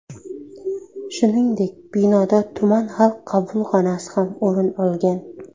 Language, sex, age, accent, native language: Uzbek, female, 19-29, Surxondaryo, Uzbek